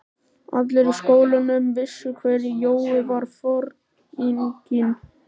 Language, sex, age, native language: Icelandic, male, 13, Icelandic